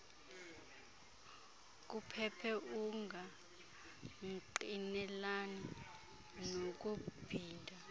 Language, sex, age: Xhosa, female, 26